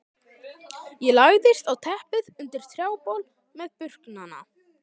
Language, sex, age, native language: Icelandic, male, 12, Icelandic